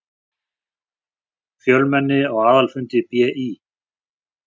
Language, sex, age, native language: Icelandic, male, 40-49, Icelandic